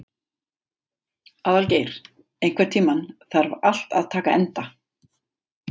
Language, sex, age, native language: Icelandic, female, 40-49, Icelandic